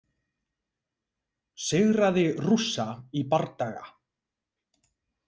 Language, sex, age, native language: Icelandic, male, 20-29, Icelandic